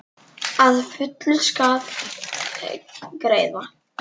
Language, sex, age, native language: Icelandic, female, 9, Icelandic